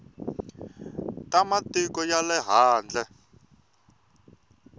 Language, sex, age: Tsonga, male, 24